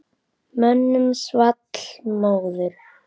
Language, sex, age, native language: Icelandic, male, 9, Icelandic